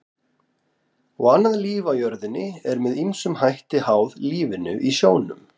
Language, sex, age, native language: Icelandic, female, 30-39, Icelandic